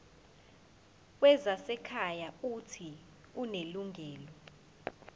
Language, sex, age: Zulu, female, 20